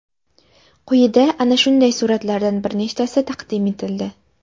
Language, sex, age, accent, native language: Uzbek, female, under 19, Jizzax, Uzbek